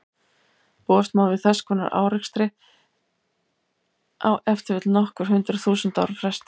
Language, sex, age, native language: Icelandic, female, 70-79, Icelandic